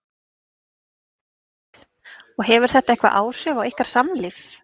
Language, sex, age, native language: Icelandic, female, 30-39, Icelandic